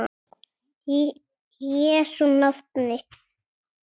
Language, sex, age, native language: Icelandic, male, 7, Icelandic